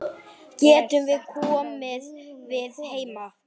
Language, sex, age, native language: Icelandic, male, 8, Icelandic